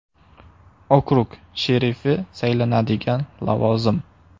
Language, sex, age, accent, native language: Uzbek, male, 18-24, Samarqand, Uzbek